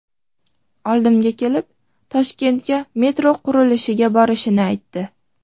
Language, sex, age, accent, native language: Uzbek, female, 12-17, Farg'ona, Uzbek